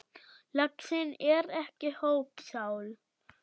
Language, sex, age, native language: Icelandic, male, 8, German